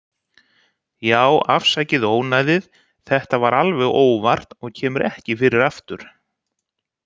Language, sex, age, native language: Icelandic, male, 60-69, Icelandic